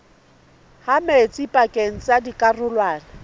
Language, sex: Southern Sotho, female